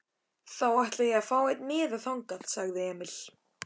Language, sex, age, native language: Icelandic, male, 13, Icelandic